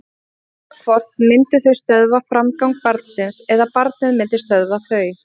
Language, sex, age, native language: Icelandic, female, 30-39, Icelandic